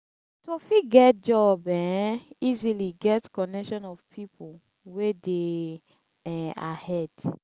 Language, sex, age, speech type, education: Nigerian Pidgin, female, 15-29, spontaneous, tertiary